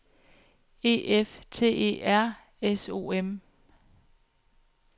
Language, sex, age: Danish, female, 28